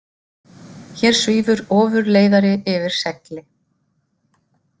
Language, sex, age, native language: Icelandic, female, 50-59, Icelandic